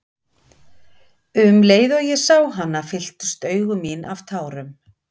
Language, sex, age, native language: Icelandic, female, 50-59, Icelandic